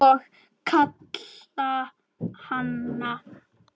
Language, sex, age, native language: Icelandic, male, 10, Icelandic